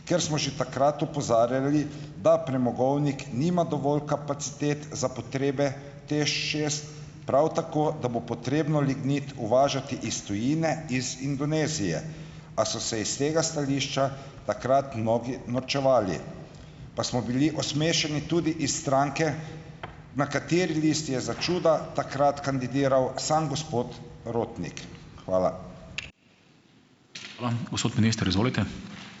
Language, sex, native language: Slovenian, male, Slovenian